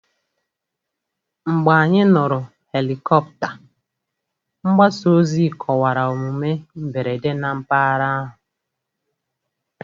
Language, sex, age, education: Igbo, female, 30-45, tertiary